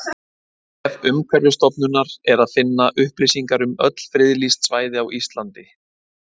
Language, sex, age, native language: Icelandic, male, 30-39, Icelandic